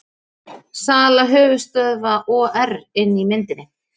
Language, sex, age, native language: Icelandic, female, 40-49, Icelandic